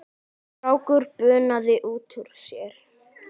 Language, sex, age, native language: Icelandic, male, 10, Icelandic